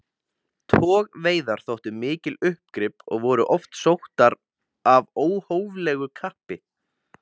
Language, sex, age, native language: Icelandic, male, 20-29, Icelandic